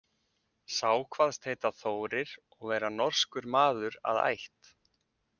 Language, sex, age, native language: Icelandic, male, 20-29, Icelandic